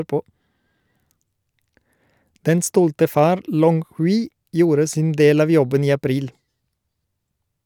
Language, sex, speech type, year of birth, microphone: Norwegian, male, read, 1972, Shure